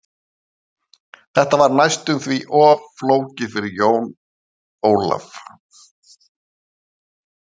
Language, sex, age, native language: Icelandic, male, 50-59, Icelandic